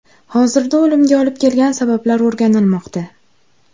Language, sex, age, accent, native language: Uzbek, female, 18-24, Andijon, Uzbek